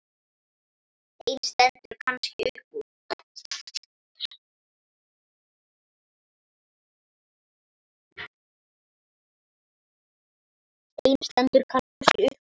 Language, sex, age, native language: Icelandic, male, 9, Icelandic